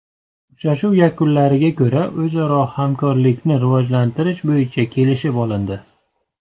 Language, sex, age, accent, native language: Uzbek, male, 30-39, Navoiy, Uzbek